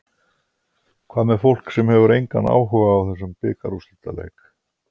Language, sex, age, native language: Icelandic, male, 50-59, Icelandic